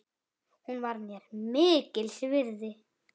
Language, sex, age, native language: Icelandic, female, 7, Icelandic